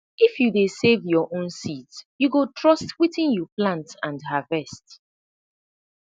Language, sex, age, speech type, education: Nigerian Pidgin, female, 30-45, spontaneous, tertiary